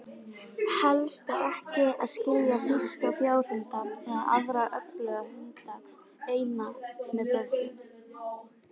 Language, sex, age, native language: Icelandic, female, 18-19, Icelandic